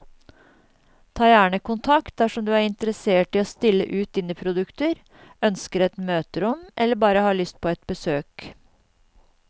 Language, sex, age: Norwegian, female, 52